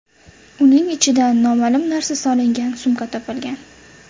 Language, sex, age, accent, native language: Uzbek, female, 25-34, Surxondaryo, Uzbek